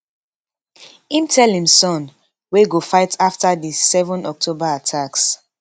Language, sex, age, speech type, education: Nigerian Pidgin, female, 15-29, spontaneous, tertiary